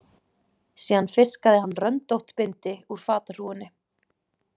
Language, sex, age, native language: Icelandic, female, 20-29, Icelandic